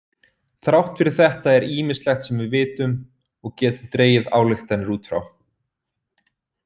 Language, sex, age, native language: Icelandic, male, 30-39, Icelandic